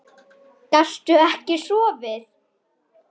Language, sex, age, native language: Icelandic, female, 10, Icelandic